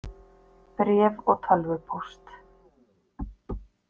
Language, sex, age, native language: Icelandic, female, 50-59, Icelandic